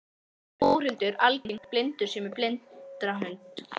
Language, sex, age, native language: Icelandic, female, 11, Icelandic